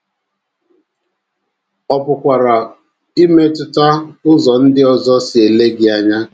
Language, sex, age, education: Igbo, male, 46-60, tertiary